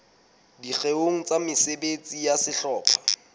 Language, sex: Southern Sotho, male